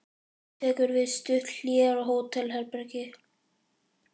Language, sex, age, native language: Icelandic, male, 11, Icelandic